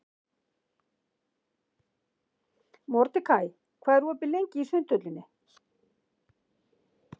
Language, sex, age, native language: Icelandic, female, 60-69, Icelandic